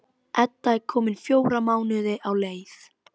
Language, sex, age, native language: Icelandic, female, 12, Icelandic